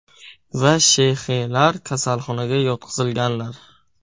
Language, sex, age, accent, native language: Uzbek, male, 18-24, Buxoro, Uzbek